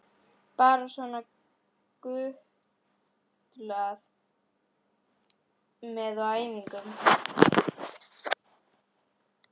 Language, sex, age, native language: Icelandic, female, 11, Icelandic